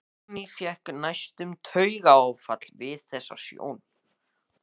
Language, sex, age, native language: Icelandic, male, 14, Icelandic